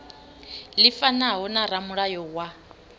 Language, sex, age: Venda, female, 25